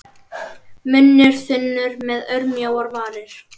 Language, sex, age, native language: Icelandic, female, 10, Icelandic